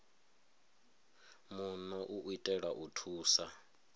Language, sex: Venda, male